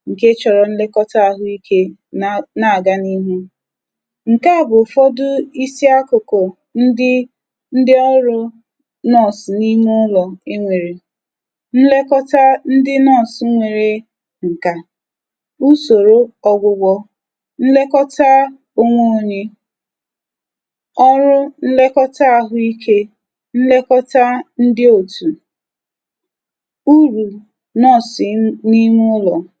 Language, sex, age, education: Igbo, female, 30-45, tertiary